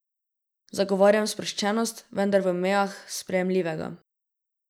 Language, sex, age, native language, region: Slovenian, female, 12-17, Slovenian, Drava region